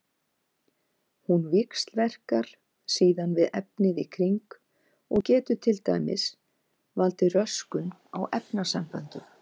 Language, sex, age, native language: Icelandic, female, 50-59, Icelandic